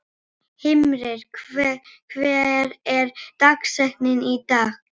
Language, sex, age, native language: Icelandic, female, 12, Icelandic